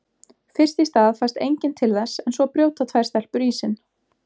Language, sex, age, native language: Icelandic, female, 20-29, Icelandic